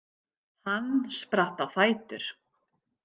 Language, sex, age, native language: Icelandic, female, 50-59, Icelandic